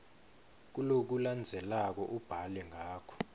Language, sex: Swati, male